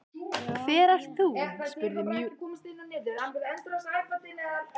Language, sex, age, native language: Icelandic, female, 14, Icelandic